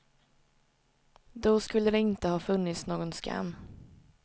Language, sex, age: Swedish, female, 19